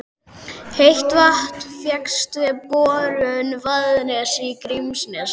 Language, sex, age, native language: Icelandic, male, 12, Icelandic